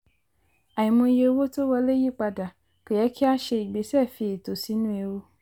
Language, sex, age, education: Yoruba, female, 15-29, tertiary